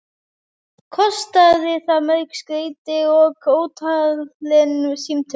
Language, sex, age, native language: Icelandic, female, 11, Icelandic